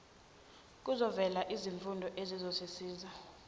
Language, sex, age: Zulu, female, 21